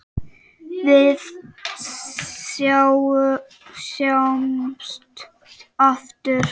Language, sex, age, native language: Icelandic, male, 5, Czech